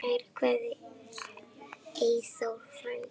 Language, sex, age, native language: Icelandic, female, 8, Icelandic